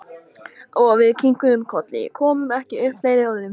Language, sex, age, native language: Icelandic, male, 14, Icelandic